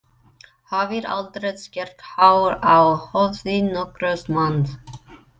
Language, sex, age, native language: Icelandic, female, 30-39, English